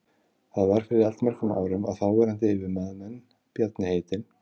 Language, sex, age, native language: Icelandic, male, 50-59, Icelandic